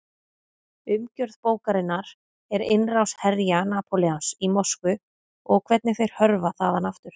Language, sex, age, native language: Icelandic, female, 30-39, Icelandic